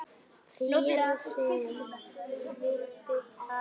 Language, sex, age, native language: Icelandic, male, 9, Icelandic